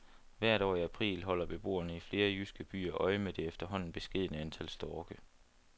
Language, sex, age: Danish, male, 29